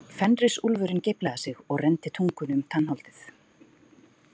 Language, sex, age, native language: Icelandic, female, 40-49, Icelandic